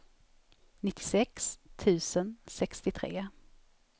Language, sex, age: Swedish, female, 34